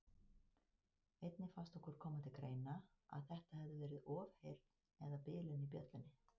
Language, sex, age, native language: Icelandic, female, 50-59, Icelandic